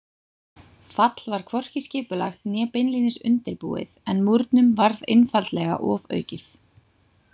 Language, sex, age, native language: Icelandic, female, 20-29, Icelandic